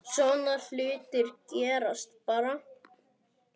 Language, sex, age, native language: Icelandic, male, 9, Icelandic